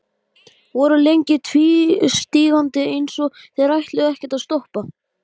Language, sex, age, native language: Icelandic, male, 12, Icelandic